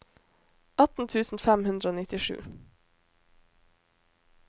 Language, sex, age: Norwegian, female, 21